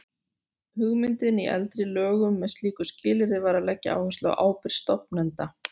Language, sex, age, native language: Icelandic, female, 40-49, Icelandic